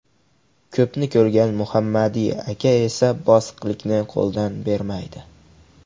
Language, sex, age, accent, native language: Uzbek, male, 18-24, Andijon, Uzbek